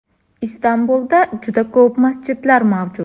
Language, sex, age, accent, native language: Uzbek, female, 18-24, Navoiy, Uzbek